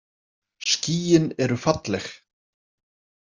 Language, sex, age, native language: Icelandic, male, 40-49, Icelandic